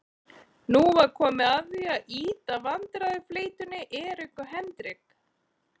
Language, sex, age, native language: Icelandic, female, 40-49, Icelandic